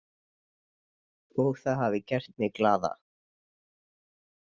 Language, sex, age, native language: Icelandic, male, 20-29, Icelandic